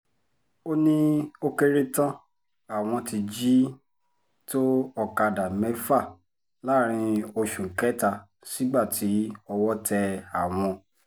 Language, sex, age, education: Yoruba, female, 30-45, tertiary